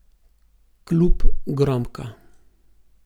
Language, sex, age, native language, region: Slovenian, male, 50-59, Slovenian, Gorenjska region